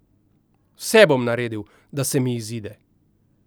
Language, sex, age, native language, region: Slovenian, male, 50-59, Slovenian, Central Slovenia